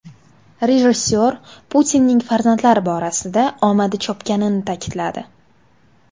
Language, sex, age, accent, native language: Uzbek, female, 19-29, Farg'ona, Uzbek